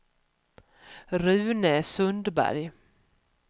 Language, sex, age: Swedish, female, 44